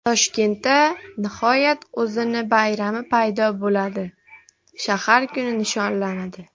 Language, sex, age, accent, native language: Uzbek, female, 40-49, Farg'ona, Uzbek